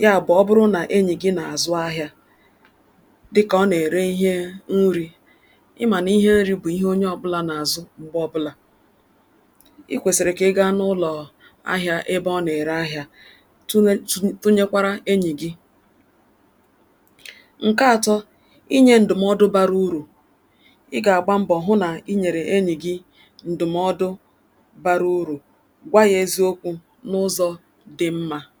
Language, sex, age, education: Igbo, female, 46-60, tertiary